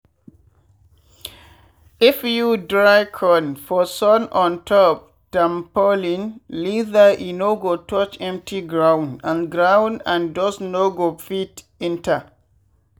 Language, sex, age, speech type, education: Nigerian Pidgin, male, 15-29, spontaneous, tertiary